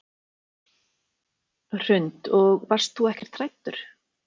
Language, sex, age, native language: Icelandic, female, 40-49, Icelandic